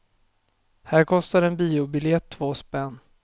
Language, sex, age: Swedish, male, 24